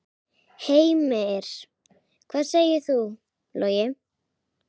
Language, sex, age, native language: Icelandic, female, 9, Icelandic